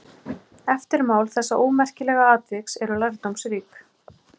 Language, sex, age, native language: Icelandic, male, 12, Icelandic